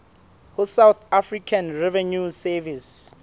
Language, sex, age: Southern Sotho, male, 21